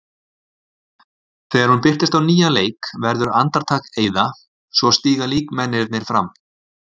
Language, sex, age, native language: Icelandic, male, 40-49, Icelandic